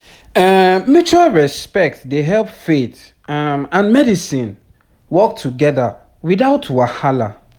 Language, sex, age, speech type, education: Nigerian Pidgin, male, 30-45, spontaneous, tertiary